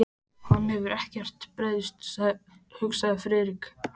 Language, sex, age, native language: Icelandic, male, 14, Icelandic